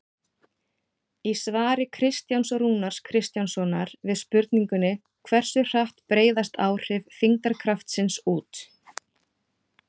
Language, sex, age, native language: Icelandic, female, 40-49, Icelandic